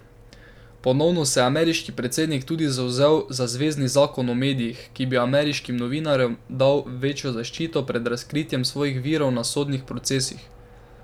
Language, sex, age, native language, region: Slovenian, male, 12-17, Slovenian, Drava region